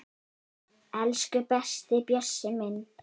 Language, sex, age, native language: Icelandic, female, 8, Icelandic